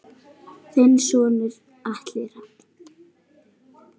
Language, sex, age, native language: Icelandic, female, 9, Icelandic